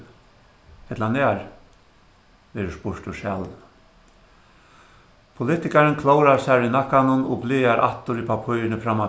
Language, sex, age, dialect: Faroese, male, 61+, Suðuroy